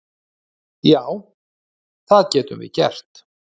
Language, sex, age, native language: Icelandic, male, 30-39, Icelandic